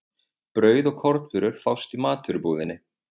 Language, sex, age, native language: Icelandic, male, 20-29, Icelandic